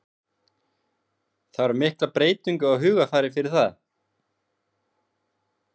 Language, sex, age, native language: Icelandic, male, 20-29, Icelandic